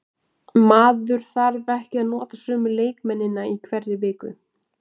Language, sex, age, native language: Icelandic, female, 20-29, Icelandic